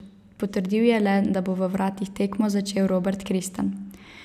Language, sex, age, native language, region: Slovenian, female, 18-29, Slovenian, Savinja region